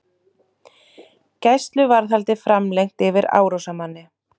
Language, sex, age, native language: Icelandic, male, 30-39, Icelandic